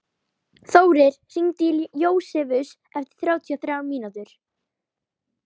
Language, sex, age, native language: Icelandic, female, 12, Icelandic